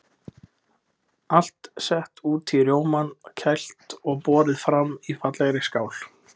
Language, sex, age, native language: Icelandic, male, 20-29, Icelandic